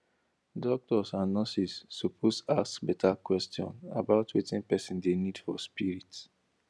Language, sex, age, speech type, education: Nigerian Pidgin, male, 15-29, spontaneous, tertiary